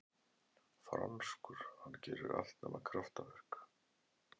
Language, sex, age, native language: Icelandic, male, 11, Icelandic